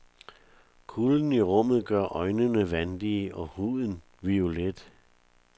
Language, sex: Danish, male